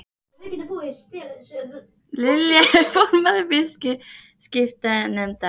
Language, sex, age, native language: Icelandic, female, 18-19, Icelandic